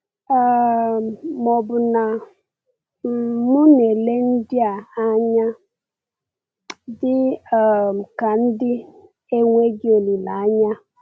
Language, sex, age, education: Igbo, female, 15-29, tertiary